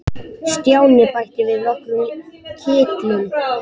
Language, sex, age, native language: Icelandic, female, 8, Icelandic